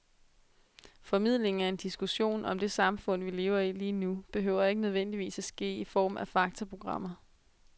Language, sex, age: Danish, female, 22